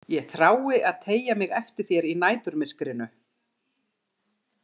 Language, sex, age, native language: Icelandic, female, 50-59, Icelandic